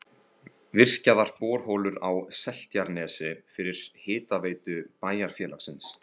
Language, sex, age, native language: Icelandic, male, 15, Icelandic